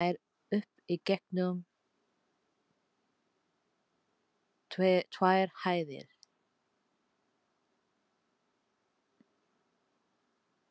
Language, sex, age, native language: Icelandic, female, 40-49, Filipino